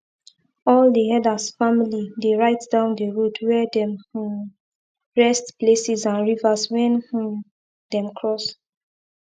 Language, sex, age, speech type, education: Nigerian Pidgin, female, 15-29, spontaneous, tertiary